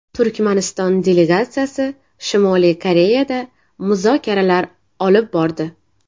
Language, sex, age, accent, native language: Uzbek, female, 18-24, Navoiy, Uzbek